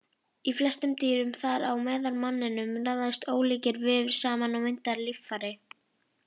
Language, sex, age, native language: Icelandic, female, 20-29, Icelandic